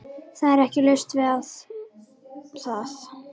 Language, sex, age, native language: Icelandic, female, 13, Icelandic